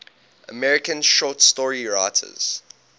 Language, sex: English, male